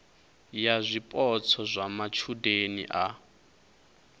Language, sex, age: Venda, male, 22